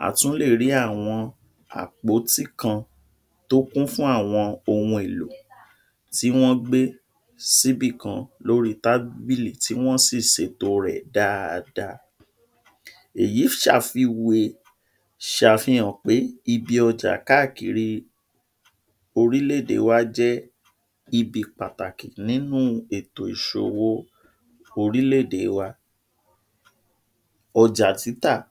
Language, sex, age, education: Yoruba, male, 60+, tertiary